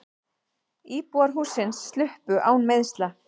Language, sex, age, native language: Icelandic, female, 30-39, Icelandic